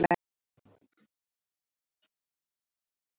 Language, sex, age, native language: Icelandic, female, 40-49, Icelandic